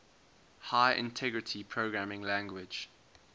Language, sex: English, male